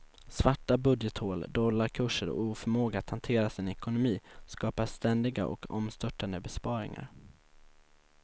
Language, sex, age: Swedish, male, 19